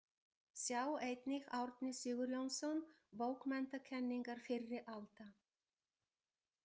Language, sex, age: Icelandic, female, 50-59